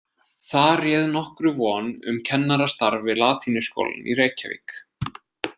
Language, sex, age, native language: Icelandic, male, 20-29, Icelandic